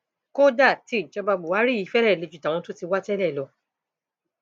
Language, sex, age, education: Yoruba, female, 30-45, tertiary